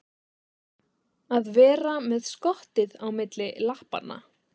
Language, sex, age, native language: Icelandic, female, 20-29, Icelandic